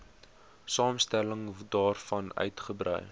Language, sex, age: Afrikaans, male, 19